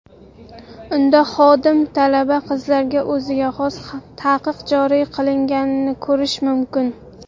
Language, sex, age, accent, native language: Uzbek, female, 19-29, Jizzax, Uzbek